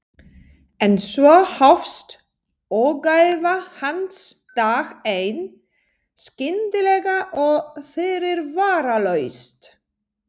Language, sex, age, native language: Icelandic, female, 40-49, Polish